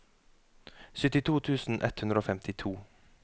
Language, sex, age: Norwegian, male, 33